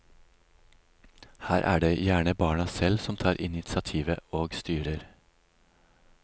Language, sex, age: Norwegian, male, 36